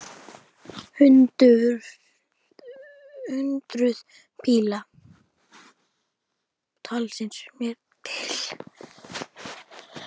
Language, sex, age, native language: Icelandic, female, 10, Icelandic